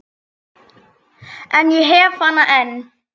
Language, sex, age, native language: Icelandic, female, 8, Icelandic